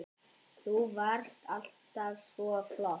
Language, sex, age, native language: Icelandic, male, 10, Icelandic